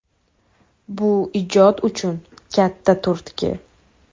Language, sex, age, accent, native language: Uzbek, female, 18-24, Toshkent viloyati, Uzbek